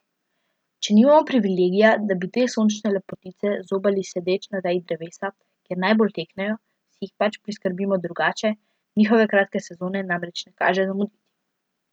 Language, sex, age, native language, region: Slovenian, female, 12-17, Slovenian, Central Slovenia